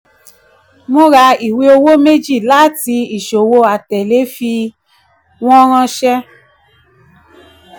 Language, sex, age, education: Yoruba, female, 15-29, tertiary